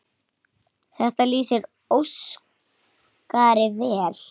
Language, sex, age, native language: Icelandic, female, 8, Icelandic